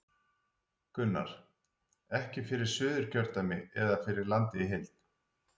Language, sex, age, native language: Icelandic, male, 40-49, Icelandic